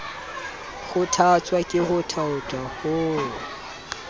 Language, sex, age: Southern Sotho, male, 24